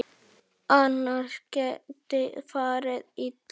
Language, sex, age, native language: Icelandic, male, 8, Icelandic